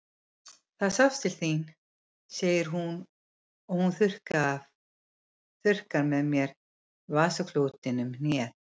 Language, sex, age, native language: Icelandic, female, 50-59, Icelandic